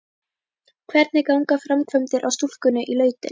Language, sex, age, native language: Icelandic, female, 11, Icelandic